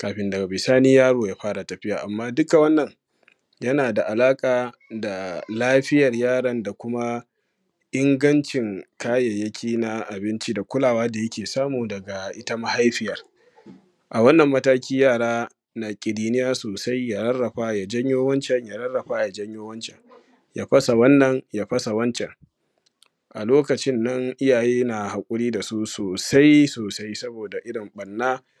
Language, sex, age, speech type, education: Hausa, male, 15-29, spontaneous, primary